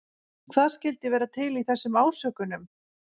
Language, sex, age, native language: Icelandic, female, 40-49, Icelandic